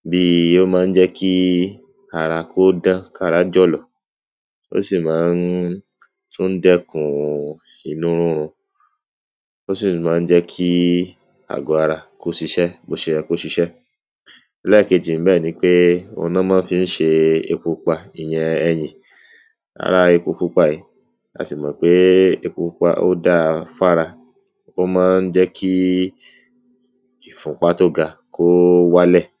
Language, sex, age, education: Yoruba, male, 30-45, secondary